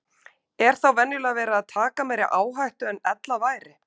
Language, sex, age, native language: Icelandic, female, 50-59, Icelandic